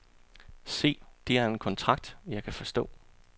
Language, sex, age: Danish, male, 34